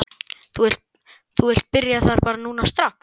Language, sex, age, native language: Icelandic, male, 12, Icelandic